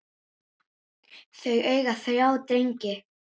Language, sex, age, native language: Icelandic, female, 9, Icelandic